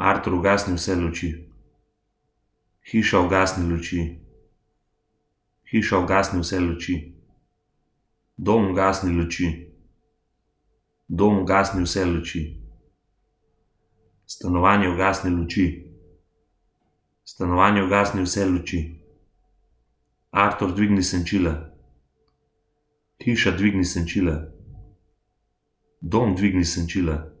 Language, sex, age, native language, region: Slovenian, male, 30-49, Slovenian, Gorenjska region